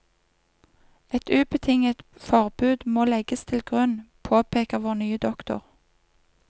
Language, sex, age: Norwegian, female, 31